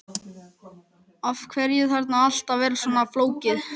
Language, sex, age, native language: Icelandic, male, 11, Icelandic